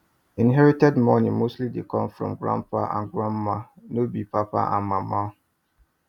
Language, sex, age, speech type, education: Nigerian Pidgin, male, 30-45, spontaneous, tertiary